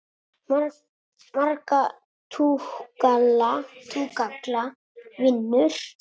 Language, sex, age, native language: Icelandic, male, 8, Italian